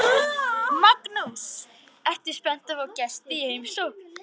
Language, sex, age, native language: Icelandic, female, 13, Icelandic